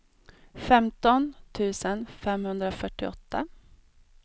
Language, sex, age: Swedish, female, 32